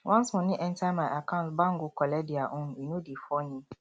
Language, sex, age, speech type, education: Nigerian Pidgin, male, 30-45, spontaneous, tertiary